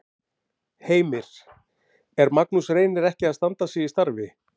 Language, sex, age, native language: Icelandic, male, 50-59, Icelandic